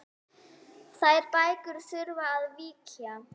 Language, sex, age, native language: Icelandic, female, 9, Icelandic